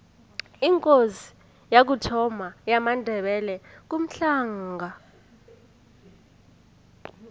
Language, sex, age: South Ndebele, female, 20